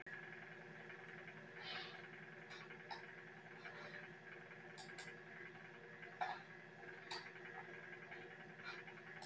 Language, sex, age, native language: Icelandic, female, 50-59, Icelandic